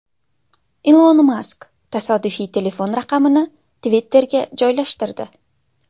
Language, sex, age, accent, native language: Uzbek, female, 19-29, Jizzax, Uzbek